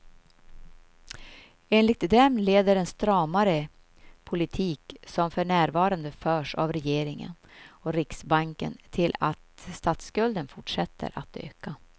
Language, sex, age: Swedish, female, 53